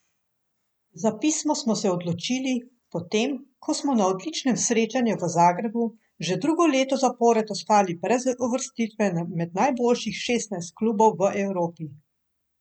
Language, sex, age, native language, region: Slovenian, female, 50-59, Slovenian, Central Slovenia